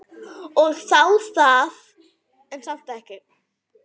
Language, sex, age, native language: Icelandic, female, 9, Icelandic